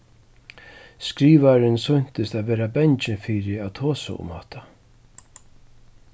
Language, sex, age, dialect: Faroese, male, 36-60, Suðurstreymoy